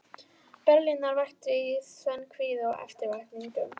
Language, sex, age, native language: Icelandic, female, 11, Icelandic